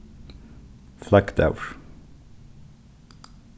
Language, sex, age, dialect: Faroese, male, 15-35, Norðurstreymoy/Eysturoy